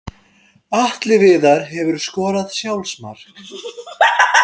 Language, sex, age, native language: Icelandic, male, 13, Icelandic